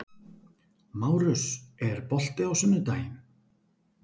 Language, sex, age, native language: Icelandic, male, 40-49, Icelandic